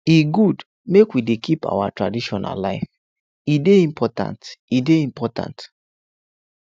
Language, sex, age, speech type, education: Nigerian Pidgin, male, 15-29, spontaneous, tertiary